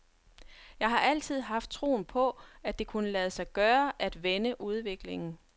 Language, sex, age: Danish, female, 42